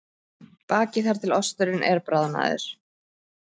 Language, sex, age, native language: Icelandic, female, 13, Icelandic